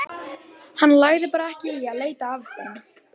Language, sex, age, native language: Icelandic, female, 12, Icelandic